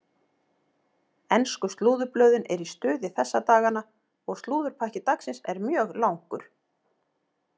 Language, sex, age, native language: Icelandic, female, 40-49, Icelandic